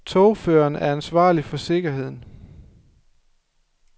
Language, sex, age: Danish, male, 24